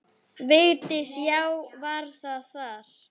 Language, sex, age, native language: Icelandic, female, 9, Icelandic